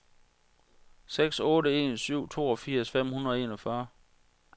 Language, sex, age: Danish, male, 46